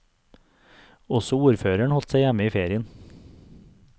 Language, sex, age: Norwegian, male, 42